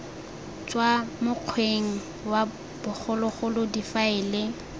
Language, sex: Tswana, female